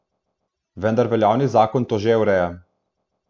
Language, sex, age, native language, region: Slovenian, male, 18-29, Slovenian, Southeast Slovenia